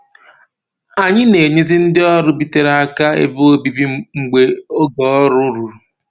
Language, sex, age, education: Igbo, male, 15-29, tertiary